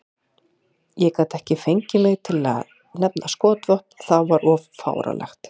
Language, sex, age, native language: Icelandic, female, 40-49, Icelandic